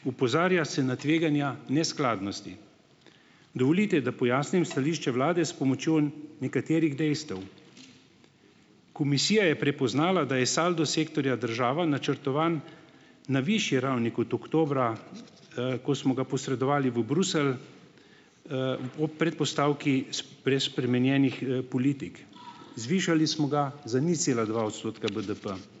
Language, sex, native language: Slovenian, male, Slovenian